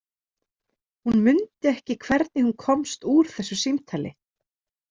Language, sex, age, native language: Icelandic, female, 30-39, Icelandic